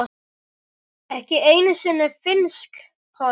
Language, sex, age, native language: Icelandic, male, 7, Icelandic